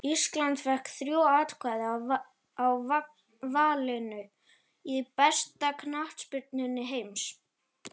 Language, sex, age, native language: Icelandic, male, 40-49, Icelandic